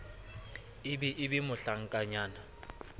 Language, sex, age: Southern Sotho, male, 24